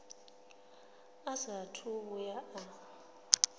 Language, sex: Venda, female